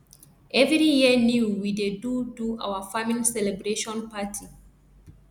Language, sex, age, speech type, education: Nigerian Pidgin, female, 30-45, spontaneous, tertiary